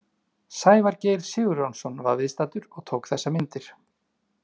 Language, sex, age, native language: Icelandic, male, 30-39, Icelandic